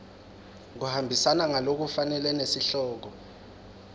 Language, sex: Swati, male